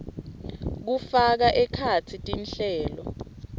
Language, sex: Swati, female